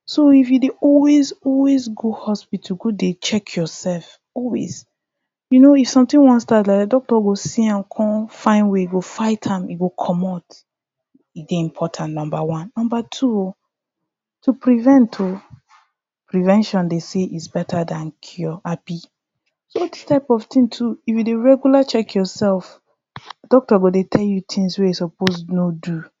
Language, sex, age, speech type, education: Nigerian Pidgin, female, 15-29, spontaneous, tertiary